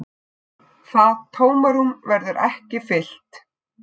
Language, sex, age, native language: Icelandic, female, 6, Icelandic